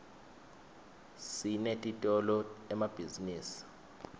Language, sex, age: Swati, male, 21